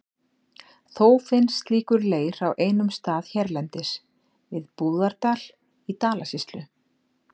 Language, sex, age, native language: Icelandic, female, 40-49, Icelandic